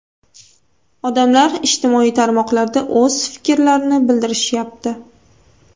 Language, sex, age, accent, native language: Uzbek, female, 18-24, Toshkent viloyati, Uzbek